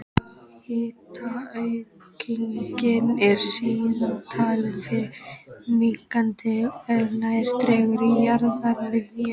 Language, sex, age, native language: Icelandic, female, 13, Icelandic